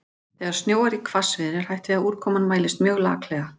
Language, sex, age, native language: Icelandic, female, 40-49, Icelandic